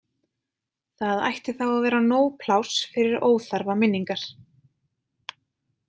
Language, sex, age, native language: Icelandic, female, 20-29, Icelandic